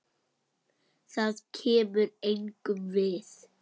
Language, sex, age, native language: Icelandic, male, 9, Icelandic